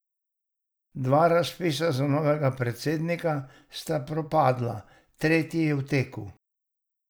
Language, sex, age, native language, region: Slovenian, male, 60+, Slovenian, Savinja region